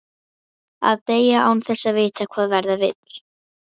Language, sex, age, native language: Icelandic, female, 11, Icelandic